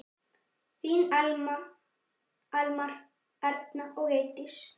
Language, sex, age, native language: Icelandic, male, 9, Icelandic